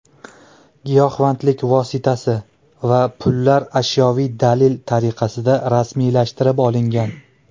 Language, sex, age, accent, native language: Uzbek, male, 19-29, Andijon, Uzbek